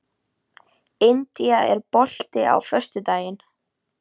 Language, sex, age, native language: Icelandic, female, 13, Icelandic